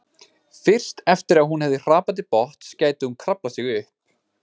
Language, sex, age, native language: Icelandic, male, 20-29, Icelandic